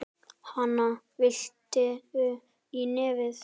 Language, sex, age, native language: Icelandic, male, 10, Icelandic